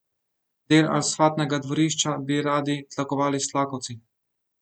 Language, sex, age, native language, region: Slovenian, male, 18-29, Slovenian, Central Slovenia